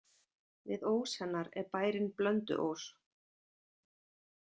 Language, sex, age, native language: Icelandic, female, 40-49, Icelandic